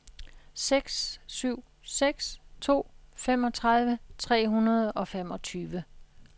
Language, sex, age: Danish, female, 66